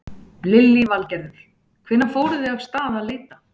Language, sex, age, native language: Icelandic, female, 30-39, Icelandic